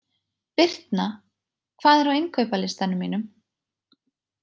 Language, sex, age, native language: Icelandic, female, 20-29, Icelandic